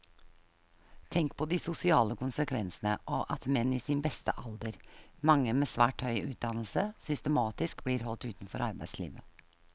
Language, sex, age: Norwegian, female, 48